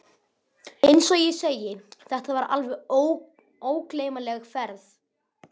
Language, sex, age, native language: Icelandic, male, 11, Icelandic